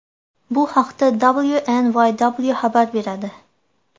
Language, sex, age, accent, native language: Uzbek, female, 18-24, Andijon, Uzbek